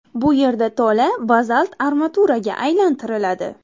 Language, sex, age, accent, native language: Uzbek, female, 18-24, Toshkent viloyati, Uzbek